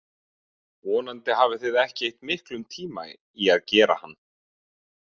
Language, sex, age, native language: Icelandic, male, 30-39, Icelandic